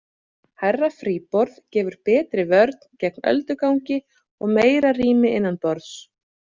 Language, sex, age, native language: Icelandic, female, 30-39, Icelandic